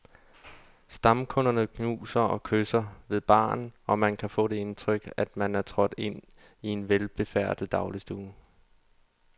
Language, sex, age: Danish, male, 32